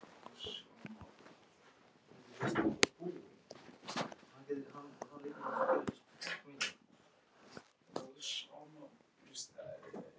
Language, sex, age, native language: Icelandic, male, 14, Icelandic